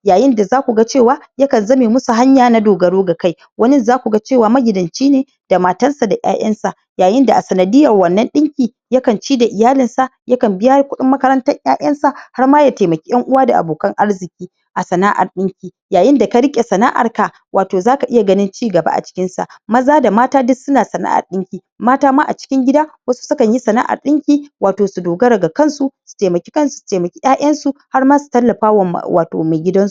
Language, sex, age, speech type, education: Hausa, female, 30-45, spontaneous, tertiary